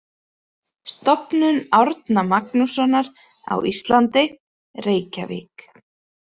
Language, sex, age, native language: Icelandic, female, 30-39, Icelandic